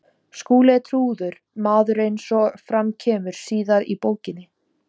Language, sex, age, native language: Icelandic, female, 17, Icelandic